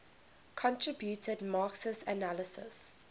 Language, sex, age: English, female, 21